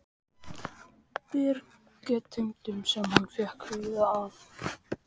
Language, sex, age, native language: Icelandic, male, 14, Icelandic